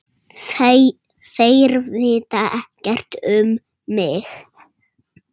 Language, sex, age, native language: Icelandic, female, 6, Russian